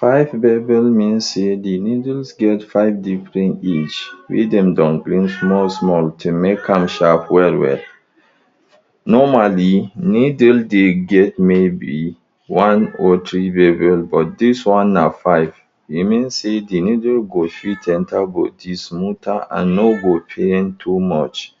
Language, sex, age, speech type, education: Nigerian Pidgin, male, 30-45, spontaneous, tertiary